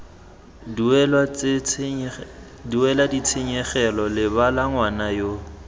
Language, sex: Tswana, male